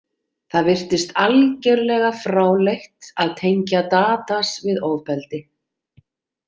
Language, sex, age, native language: Icelandic, female, 40-49, Icelandic